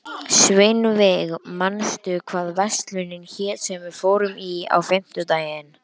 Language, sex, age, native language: Icelandic, male, 11, Icelandic